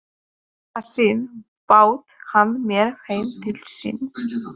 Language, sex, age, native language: Icelandic, female, 30-39, Polish